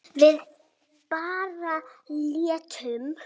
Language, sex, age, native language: Icelandic, female, 7, Icelandic